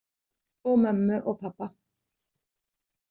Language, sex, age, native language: Icelandic, female, 40-49, Icelandic